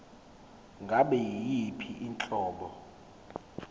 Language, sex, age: Zulu, male, 21